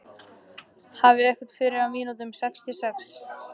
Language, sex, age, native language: Icelandic, male, 13, Icelandic